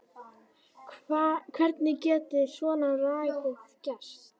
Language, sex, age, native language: Icelandic, female, 10, Icelandic